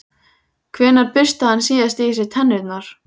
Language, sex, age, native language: Icelandic, female, 14, Icelandic